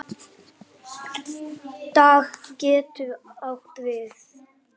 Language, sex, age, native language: Icelandic, female, 9, Icelandic